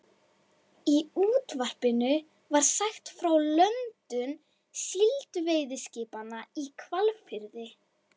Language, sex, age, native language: Icelandic, female, 11, Icelandic